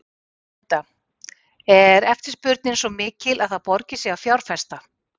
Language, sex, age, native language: Icelandic, female, 50-59, Icelandic